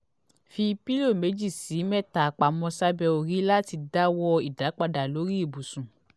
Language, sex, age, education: Yoruba, female, 15-29, tertiary